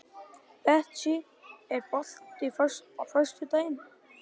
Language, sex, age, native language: Icelandic, male, 12, Icelandic